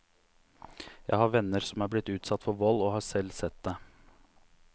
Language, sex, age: Norwegian, male, 29